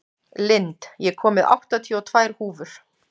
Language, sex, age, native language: Icelandic, female, 40-49, Icelandic